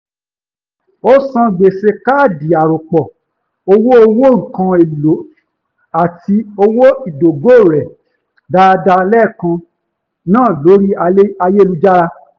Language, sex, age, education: Yoruba, male, 15-29, tertiary